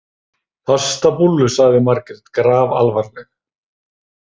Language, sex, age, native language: Icelandic, male, 30-39, Icelandic